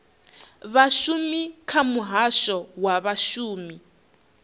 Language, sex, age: Venda, female, 21